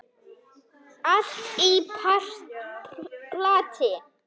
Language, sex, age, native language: Icelandic, male, 9, Icelandic